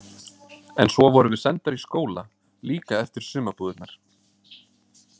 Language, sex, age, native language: Icelandic, male, 20-29, Icelandic